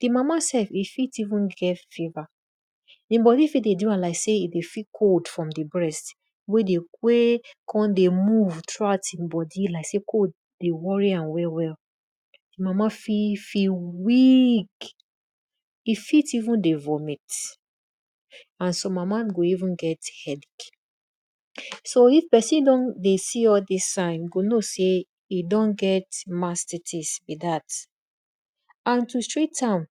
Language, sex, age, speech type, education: Nigerian Pidgin, female, 30-45, spontaneous, tertiary